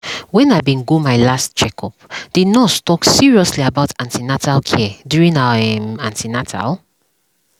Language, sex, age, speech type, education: Nigerian Pidgin, female, 30-45, spontaneous, tertiary